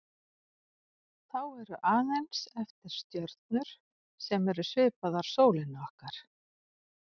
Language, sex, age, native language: Icelandic, female, 40-49, Icelandic